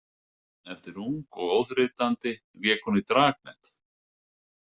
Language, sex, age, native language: Icelandic, male, 60-69, Icelandic